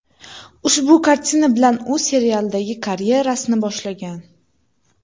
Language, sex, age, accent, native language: Uzbek, female, 18-24, Toshkent shahri, Uzbek